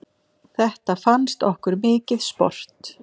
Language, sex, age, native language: Icelandic, female, 7, Icelandic